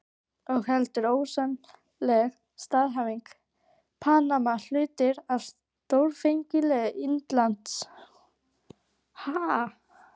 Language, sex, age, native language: Icelandic, female, 12, Icelandic